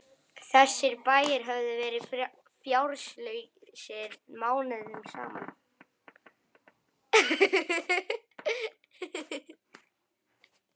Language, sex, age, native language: Icelandic, male, 60-69, Icelandic